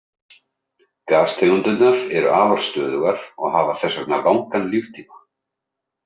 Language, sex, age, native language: Icelandic, male, 30-39, Icelandic